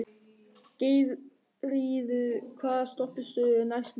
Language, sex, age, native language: Icelandic, male, 13, German